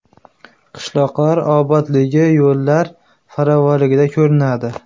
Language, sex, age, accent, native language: Uzbek, male, 18-24, Farg'ona, Uzbek